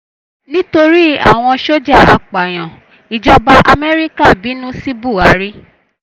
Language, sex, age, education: Yoruba, female, 15-29, tertiary